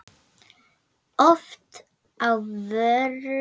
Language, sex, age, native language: Icelandic, female, 9, Icelandic